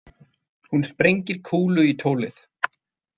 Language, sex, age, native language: Icelandic, male, 30-39, Icelandic